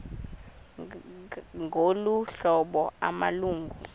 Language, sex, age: Xhosa, female, 20